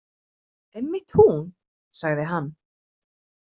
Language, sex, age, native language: Icelandic, female, 30-39, Icelandic